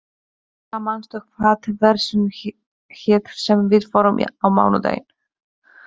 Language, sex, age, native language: Icelandic, female, 30-39, Polish